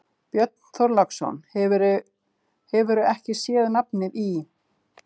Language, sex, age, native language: Icelandic, female, 50-59, Icelandic